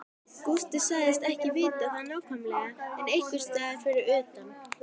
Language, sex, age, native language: Icelandic, female, 12, Icelandic